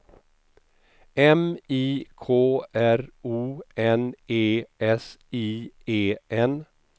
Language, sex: Swedish, male